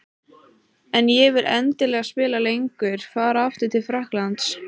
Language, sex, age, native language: Icelandic, female, 18-19, Icelandic